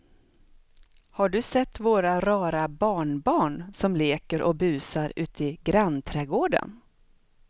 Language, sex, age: Swedish, female, 42